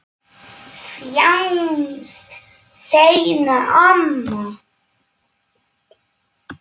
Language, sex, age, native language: Icelandic, male, 9, Polish